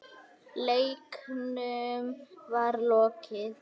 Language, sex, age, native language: Icelandic, male, 8, Icelandic